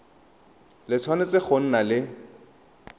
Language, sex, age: Tswana, male, 31